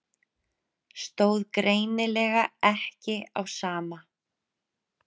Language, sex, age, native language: Icelandic, female, 30-39, Icelandic